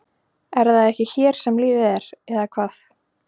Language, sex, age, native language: Icelandic, female, 20-29, Icelandic